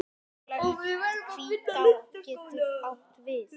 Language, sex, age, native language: Icelandic, male, 10, Icelandic